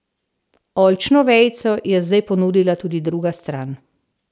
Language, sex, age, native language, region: Slovenian, female, 60+, Slovenian, Central Slovenia